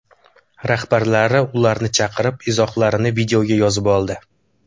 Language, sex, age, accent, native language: Uzbek, male, 18-24, Samarqand, Uzbek